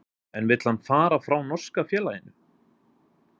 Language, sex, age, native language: Icelandic, male, 20-29, Icelandic